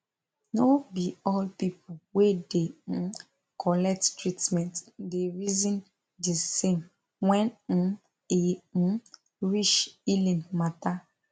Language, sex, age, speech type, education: Nigerian Pidgin, female, 15-29, spontaneous, tertiary